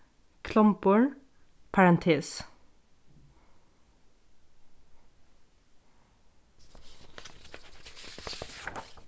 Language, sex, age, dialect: Faroese, female, 15-35, Norðurstreymoy/Eysturoy